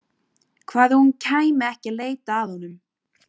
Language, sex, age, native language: Icelandic, female, 18-19, Icelandic